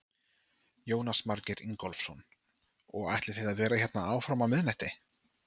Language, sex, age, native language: Icelandic, male, 30-39, Icelandic